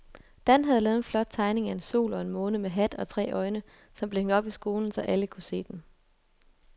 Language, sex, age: Danish, female, 22